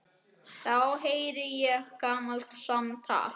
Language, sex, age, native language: Icelandic, male, 10, Icelandic